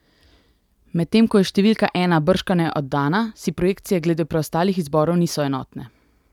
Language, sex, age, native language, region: Slovenian, female, 18-29, Slovenian, Central Slovenia